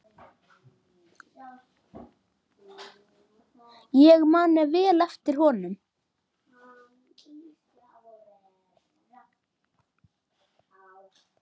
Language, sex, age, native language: Icelandic, male, 10, Icelandic